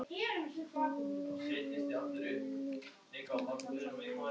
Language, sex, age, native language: Icelandic, other, 11, Icelandic